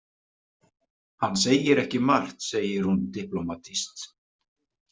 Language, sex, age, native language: Icelandic, male, 30-39, Icelandic